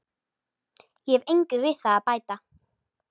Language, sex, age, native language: Icelandic, female, 13, Icelandic